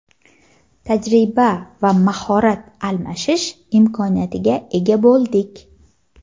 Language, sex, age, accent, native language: Uzbek, female, 19-29, Jizzax, Uzbek